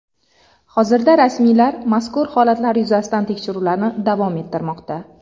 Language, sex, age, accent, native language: Uzbek, female, 30-39, Farg'ona, Uzbek